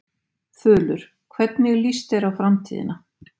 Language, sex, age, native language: Icelandic, female, 50-59, Icelandic